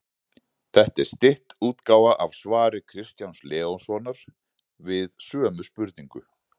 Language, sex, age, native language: Icelandic, male, 40-49, Icelandic